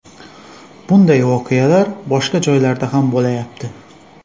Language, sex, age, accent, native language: Uzbek, male, 25-34, Xorazm, Uzbek